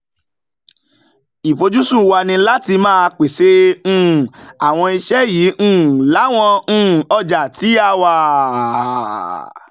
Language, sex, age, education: Yoruba, male, 30-45, tertiary